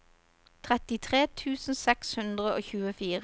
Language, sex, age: Norwegian, female, 29